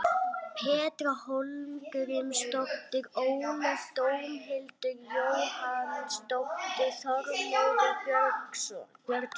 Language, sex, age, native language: Icelandic, female, 40-49, Icelandic